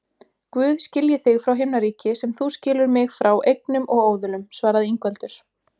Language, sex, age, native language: Icelandic, female, 20-29, Icelandic